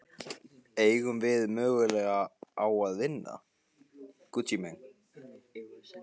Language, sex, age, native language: Icelandic, male, 15, Icelandic